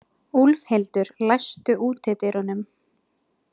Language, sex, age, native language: Icelandic, female, 20-29, Icelandic